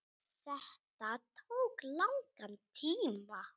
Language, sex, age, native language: Icelandic, female, 6, Icelandic